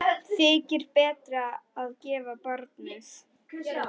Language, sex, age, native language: Icelandic, female, 10, Icelandic